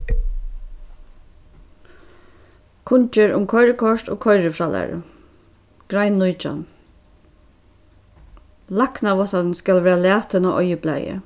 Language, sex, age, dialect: Faroese, female, 36-60, Suðurstreymoy